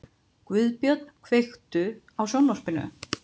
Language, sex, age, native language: Icelandic, female, 50-59, Icelandic